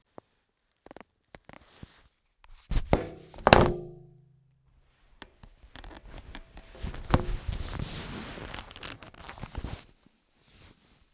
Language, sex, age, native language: Icelandic, male, 10, Icelandic